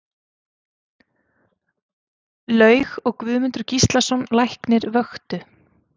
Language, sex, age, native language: Icelandic, female, 30-39, Icelandic